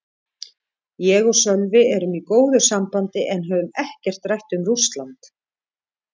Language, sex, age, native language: Icelandic, female, 50-59, Icelandic